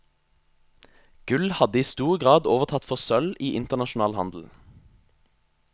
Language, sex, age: Norwegian, male, 22